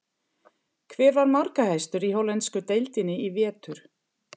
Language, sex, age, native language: Icelandic, female, 50-59, German